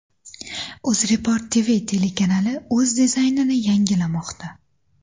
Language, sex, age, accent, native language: Uzbek, female, 18-24, Qashqadaryo, Uzbek